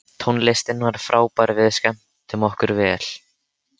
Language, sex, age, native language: Icelandic, male, 13, Icelandic